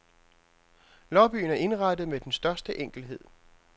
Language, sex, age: Danish, male, 42